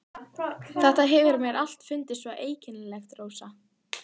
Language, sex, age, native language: Icelandic, female, 12, Icelandic